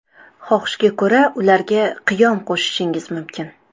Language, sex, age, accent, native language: Uzbek, female, 18-24, Toshkent shahri, Uzbek